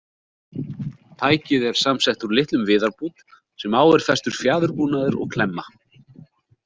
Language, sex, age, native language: Icelandic, male, 40-49, Icelandic